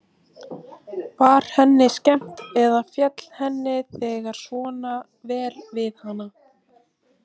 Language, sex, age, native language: Icelandic, female, 18-19, Icelandic